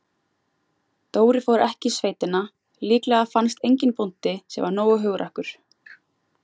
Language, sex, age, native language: Icelandic, female, 20-29, Icelandic